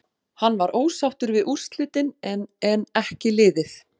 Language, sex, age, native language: Icelandic, female, 40-49, Icelandic